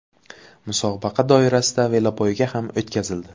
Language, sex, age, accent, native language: Uzbek, male, 18-24, Buxoro, Uzbek